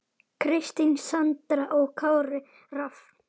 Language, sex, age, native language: Icelandic, female, 8, Icelandic